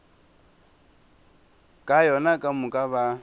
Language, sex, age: Northern Sotho, male, 24